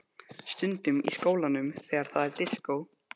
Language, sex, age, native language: Icelandic, male, 12, Icelandic